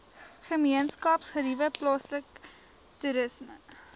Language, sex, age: Afrikaans, female, 19